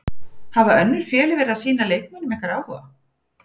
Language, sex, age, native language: Icelandic, female, 40-49, Icelandic